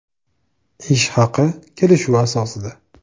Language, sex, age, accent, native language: Uzbek, male, 18-24, Farg'ona, Uzbek